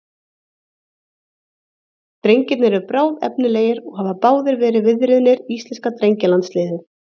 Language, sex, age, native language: Icelandic, female, 30-39, Icelandic